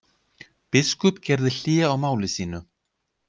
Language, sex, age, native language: Icelandic, male, 50-59, Icelandic